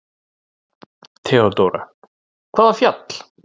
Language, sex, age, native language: Icelandic, male, 40-49, Icelandic